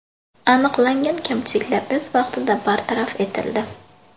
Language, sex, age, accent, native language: Uzbek, female, 18-24, Buxoro, Uzbek